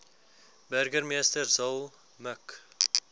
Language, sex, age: Afrikaans, male, 19